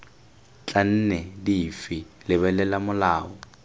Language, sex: Tswana, male